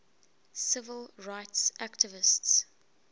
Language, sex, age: English, female, 20